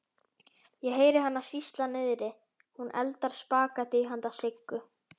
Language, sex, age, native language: Icelandic, male, 11, Icelandic